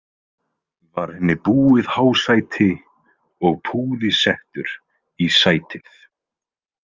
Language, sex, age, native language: Icelandic, male, 20-29, Icelandic